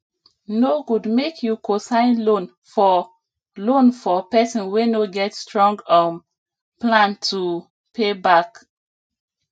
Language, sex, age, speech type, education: Nigerian Pidgin, female, 30-45, spontaneous, tertiary